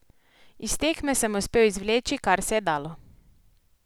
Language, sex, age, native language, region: Slovenian, female, 18-29, Slovenian, Posavska region